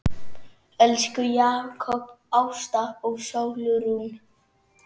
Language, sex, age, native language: Icelandic, male, 9, Icelandic